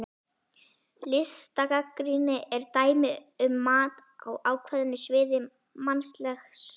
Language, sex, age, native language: Icelandic, female, 11, Icelandic